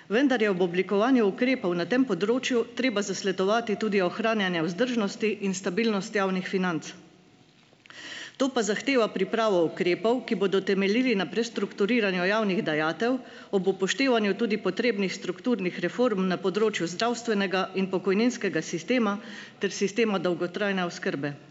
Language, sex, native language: Slovenian, female, Slovenian